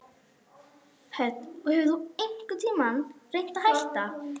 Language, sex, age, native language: Icelandic, female, 11, Icelandic